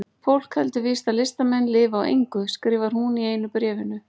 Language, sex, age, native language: Icelandic, female, 40-49, Icelandic